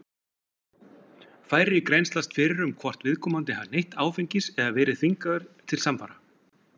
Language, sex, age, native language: Icelandic, male, 40-49, Icelandic